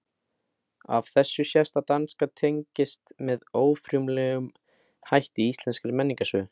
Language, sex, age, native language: Icelandic, male, 18-19, Icelandic